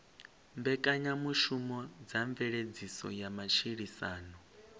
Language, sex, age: Venda, male, 25